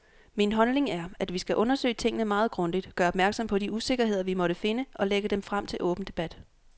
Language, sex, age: Danish, female, 26